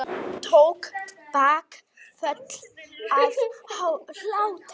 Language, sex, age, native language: Icelandic, female, 8, Icelandic